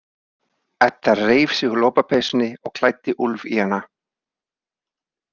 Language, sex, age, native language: Icelandic, male, 30-39, Icelandic